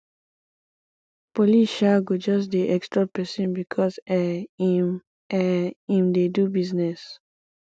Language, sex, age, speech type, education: Nigerian Pidgin, female, 15-29, spontaneous, tertiary